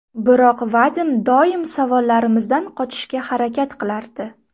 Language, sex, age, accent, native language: Uzbek, female, 18-24, Farg'ona, Uzbek